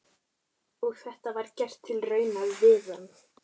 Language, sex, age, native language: Icelandic, female, 12, Icelandic